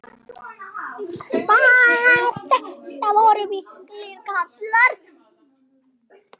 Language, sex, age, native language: Icelandic, male, 10, Icelandic